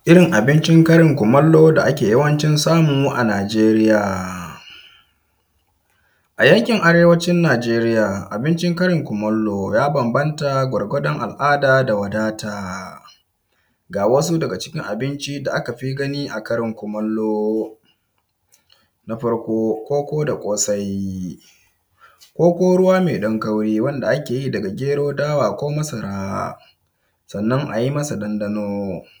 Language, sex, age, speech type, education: Hausa, male, 15-29, spontaneous, secondary